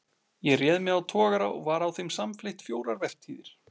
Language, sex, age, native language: Icelandic, male, 40-49, Icelandic